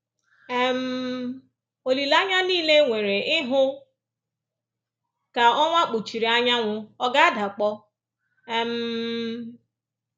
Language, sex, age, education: Igbo, female, 30-45, tertiary